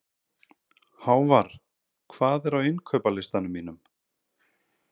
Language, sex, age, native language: Icelandic, male, 30-39, Icelandic